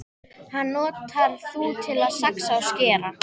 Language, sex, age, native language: Icelandic, female, 13, Icelandic